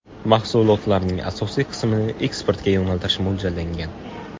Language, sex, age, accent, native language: Uzbek, male, 18-24, Qashqadaryo, Uzbek